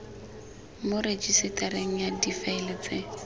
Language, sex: Tswana, female